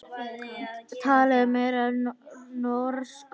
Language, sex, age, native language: Icelandic, female, 9, Icelandic